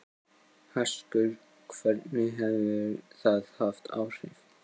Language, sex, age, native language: Icelandic, male, 15, Icelandic